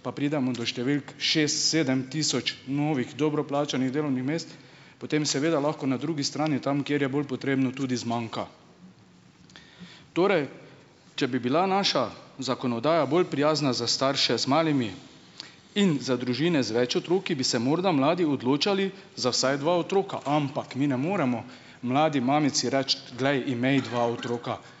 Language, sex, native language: Slovenian, male, Slovenian